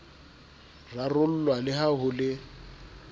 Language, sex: Southern Sotho, male